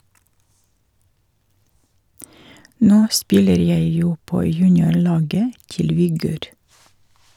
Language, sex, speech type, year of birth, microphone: Norwegian, female, read, 1951, Shure